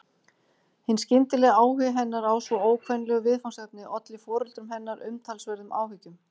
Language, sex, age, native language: Icelandic, female, 50-59, Icelandic